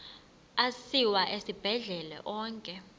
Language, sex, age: Xhosa, female, 26